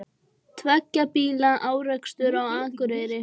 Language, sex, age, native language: Icelandic, male, 18-19, Icelandic